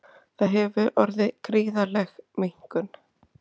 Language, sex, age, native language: Icelandic, female, 30-39, Icelandic